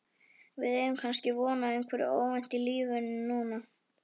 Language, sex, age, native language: Icelandic, female, 11, Icelandic